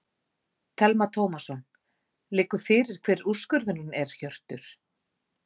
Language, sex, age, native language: Icelandic, female, 40-49, Icelandic